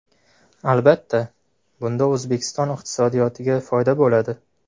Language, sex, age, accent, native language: Uzbek, male, 18-24, Farg'ona, Uzbek